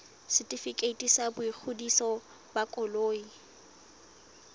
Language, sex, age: Southern Sotho, female, 19